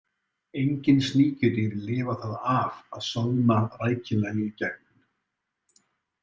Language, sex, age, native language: Icelandic, male, 30-39, Icelandic